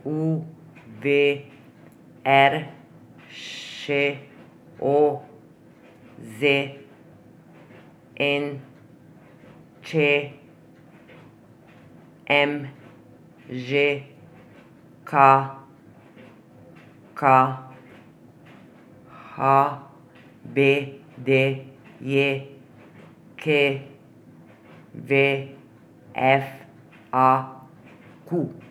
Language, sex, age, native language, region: Slovenian, female, 50-59, Slovenian, Drava region